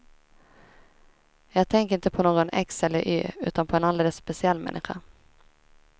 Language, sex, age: Swedish, female, 23